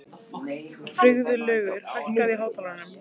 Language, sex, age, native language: Icelandic, female, 15, Icelandic